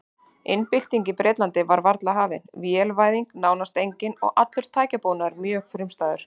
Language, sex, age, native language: Icelandic, female, 30-39, Icelandic